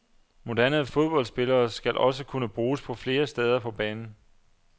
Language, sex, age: Danish, male, 27